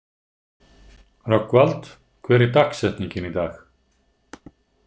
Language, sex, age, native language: Icelandic, male, 50-59, Icelandic